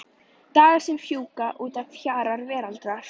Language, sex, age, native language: Icelandic, female, 11, Icelandic